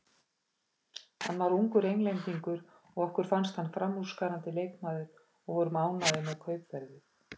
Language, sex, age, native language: Icelandic, female, 50-59, Icelandic